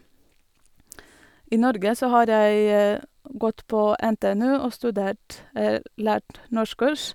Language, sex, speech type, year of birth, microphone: Norwegian, female, spontaneous, 1986, Sennheiser